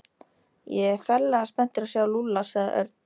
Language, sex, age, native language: Icelandic, female, 13, Icelandic